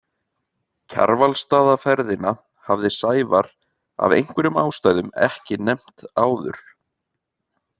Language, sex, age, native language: Icelandic, male, 30-39, Icelandic